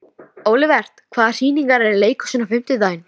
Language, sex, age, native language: Icelandic, female, 13, Icelandic